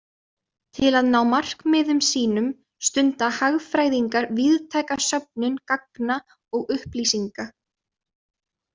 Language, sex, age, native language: Icelandic, female, 20-29, Icelandic